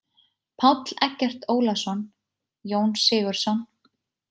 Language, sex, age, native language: Icelandic, female, 20-29, Icelandic